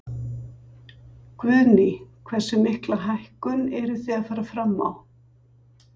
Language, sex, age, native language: Icelandic, female, 60-69, Icelandic